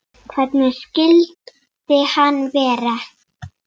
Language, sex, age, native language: Icelandic, female, 6, Icelandic